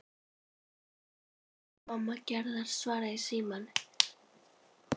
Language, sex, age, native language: Icelandic, female, 10, Icelandic